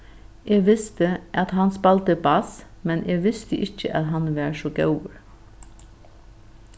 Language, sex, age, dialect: Faroese, female, 36-60, Norðuroyggjar